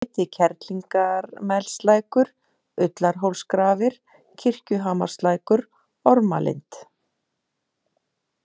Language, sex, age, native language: Icelandic, female, 50-59, Icelandic